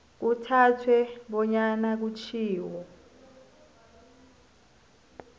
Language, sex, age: South Ndebele, female, 25